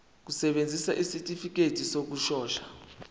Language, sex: Zulu, male